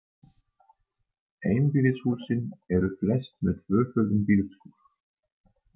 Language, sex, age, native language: Icelandic, male, 30-39, German